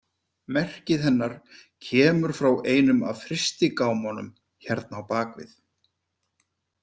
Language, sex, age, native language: Icelandic, male, 50-59, Icelandic